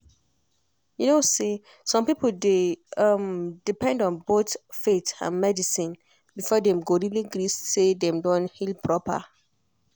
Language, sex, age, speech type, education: Nigerian Pidgin, female, 15-29, spontaneous, tertiary